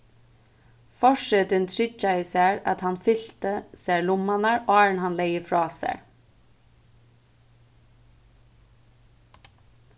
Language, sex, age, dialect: Faroese, female, 15-35, Suðurstreymoy